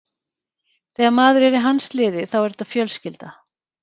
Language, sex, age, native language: Icelandic, female, 40-49, Icelandic